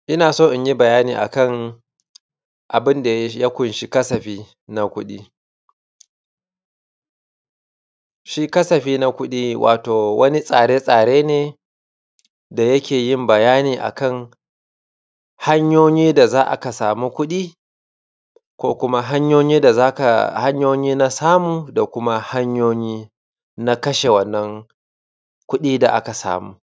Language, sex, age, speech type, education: Hausa, male, 30-45, spontaneous, secondary